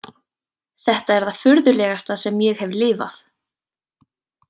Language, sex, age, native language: Icelandic, female, 18-19, Icelandic